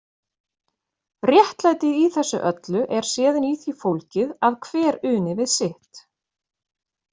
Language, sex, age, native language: Icelandic, female, 40-49, Icelandic